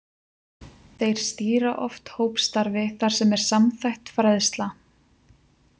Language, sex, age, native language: Icelandic, female, 20-29, Icelandic